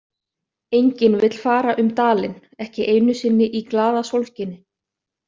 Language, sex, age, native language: Icelandic, other, 30-39, Icelandic